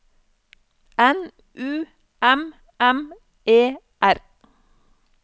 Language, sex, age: Norwegian, female, 34